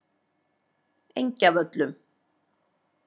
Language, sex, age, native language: Icelandic, female, 40-49, Icelandic